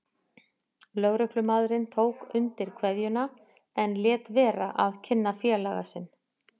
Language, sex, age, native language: Icelandic, female, 40-49, Icelandic